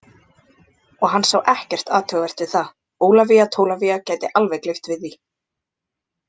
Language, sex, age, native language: Icelandic, other, 20-29, Icelandic